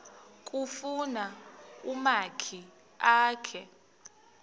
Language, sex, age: Xhosa, female, 38